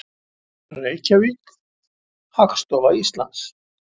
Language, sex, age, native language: Icelandic, male, 70-79, Icelandic